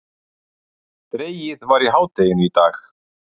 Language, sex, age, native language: Icelandic, male, 40-49, Icelandic